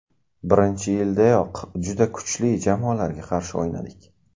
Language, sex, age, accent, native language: Uzbek, male, 18-24, Qashqadaryo, Uzbek